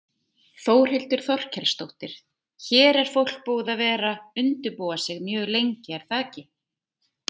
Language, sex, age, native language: Icelandic, female, 30-39, Icelandic